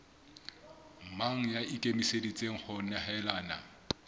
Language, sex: Southern Sotho, male